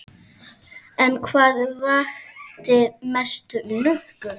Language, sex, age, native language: Icelandic, female, 7, Icelandic